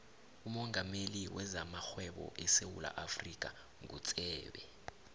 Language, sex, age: South Ndebele, male, 21